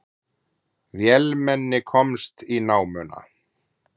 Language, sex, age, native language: Icelandic, male, 40-49, Icelandic